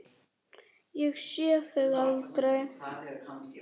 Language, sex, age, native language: Icelandic, female, 9, Icelandic